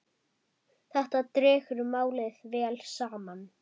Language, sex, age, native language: Icelandic, female, 10, Icelandic